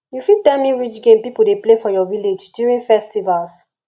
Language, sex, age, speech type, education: Nigerian Pidgin, female, 15-29, spontaneous, tertiary